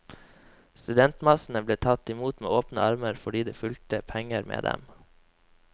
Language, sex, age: Norwegian, male, 21